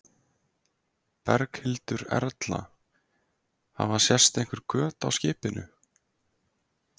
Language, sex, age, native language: Icelandic, male, 20-29, Icelandic